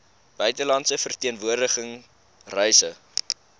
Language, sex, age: Afrikaans, male, 20